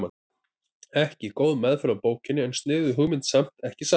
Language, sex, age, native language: Icelandic, male, 30-39, Icelandic